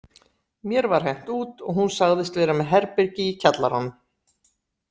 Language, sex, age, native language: Icelandic, female, 60-69, Icelandic